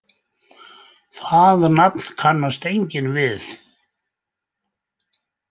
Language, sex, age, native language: Icelandic, male, 80-89, Icelandic